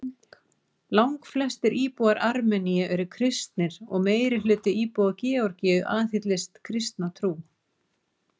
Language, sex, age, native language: Icelandic, female, 40-49, Icelandic